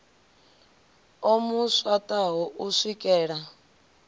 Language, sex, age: Venda, female, 25